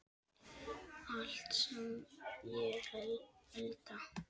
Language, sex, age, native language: Icelandic, female, 7, Icelandic